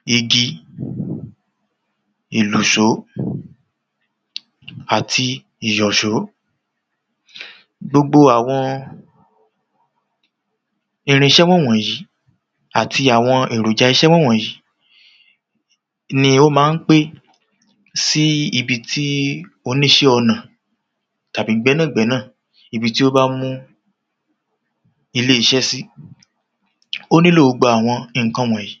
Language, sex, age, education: Yoruba, male, 30-45, tertiary